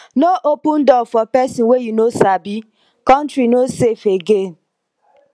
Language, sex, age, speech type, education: Nigerian Pidgin, female, 15-29, spontaneous, tertiary